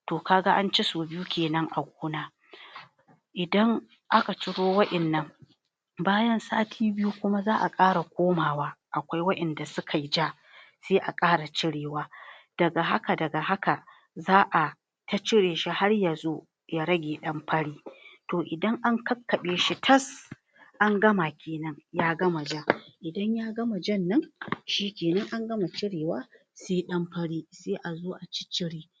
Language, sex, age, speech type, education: Hausa, female, 46-60, spontaneous, tertiary